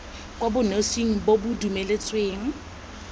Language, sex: Tswana, female